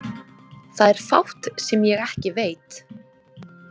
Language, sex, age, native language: Icelandic, female, 20-29, Icelandic